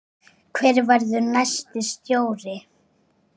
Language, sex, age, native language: Icelandic, male, 8, Icelandic